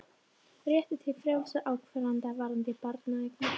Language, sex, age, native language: Icelandic, female, 13, Icelandic